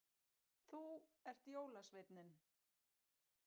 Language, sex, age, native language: Icelandic, female, 50-59, Icelandic